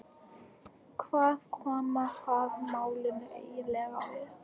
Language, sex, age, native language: Icelandic, female, 14, Icelandic